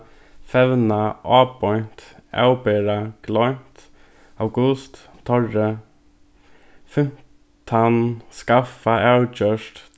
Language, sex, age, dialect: Faroese, male, 15-35, Norðurstreymoy/Eysturoy